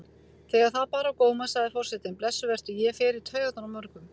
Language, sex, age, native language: Icelandic, female, 50-59, Icelandic